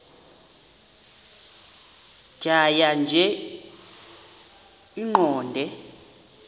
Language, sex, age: Xhosa, female, 38